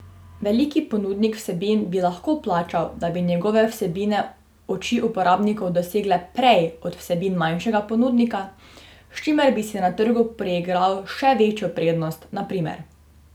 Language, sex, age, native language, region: Slovenian, female, 18-29, Slovenian, Drava region